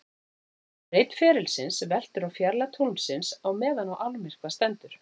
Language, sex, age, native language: Icelandic, female, 40-49, Icelandic